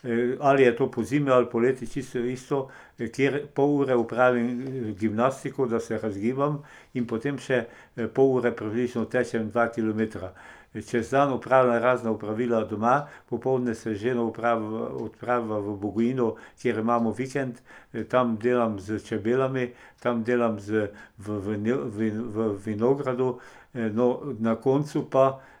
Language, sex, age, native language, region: Slovenian, male, 60+, Slovenian, Pomurje region